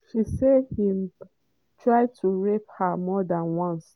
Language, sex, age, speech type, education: Nigerian Pidgin, female, 30-45, spontaneous, tertiary